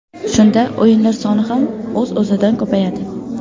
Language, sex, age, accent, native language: Uzbek, female, under 19, Qoraqalpog'iston, Uzbek